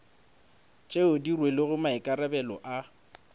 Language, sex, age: Northern Sotho, male, 20